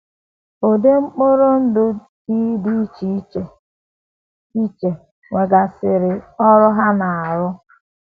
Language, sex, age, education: Igbo, female, 15-29, tertiary